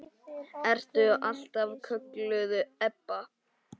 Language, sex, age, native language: Icelandic, male, 8, Icelandic